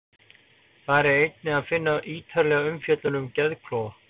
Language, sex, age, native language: Icelandic, male, 40-49, Icelandic